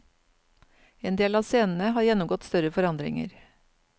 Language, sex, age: Norwegian, female, 49